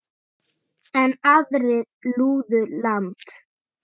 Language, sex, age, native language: Icelandic, female, 8, Icelandic